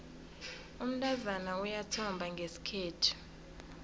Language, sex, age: South Ndebele, female, 22